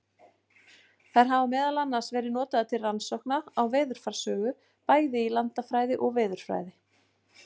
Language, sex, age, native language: Icelandic, female, 40-49, Icelandic